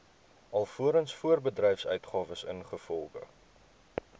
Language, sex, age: Afrikaans, male, 23